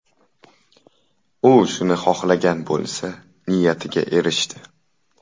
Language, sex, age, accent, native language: Uzbek, male, 18-24, Toshkent shahri, Uzbek